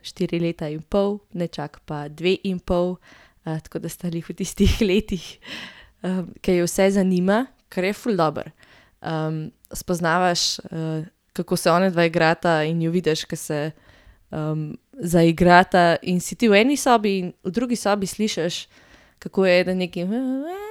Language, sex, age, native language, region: Slovenian, female, 18-29, Slovenian, Gorenjska region